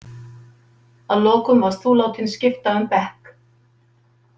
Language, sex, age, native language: Icelandic, female, 50-59, Icelandic